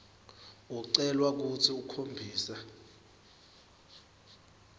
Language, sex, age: Swati, male, 19